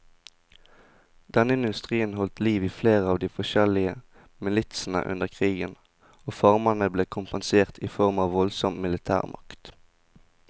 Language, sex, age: Norwegian, male, 20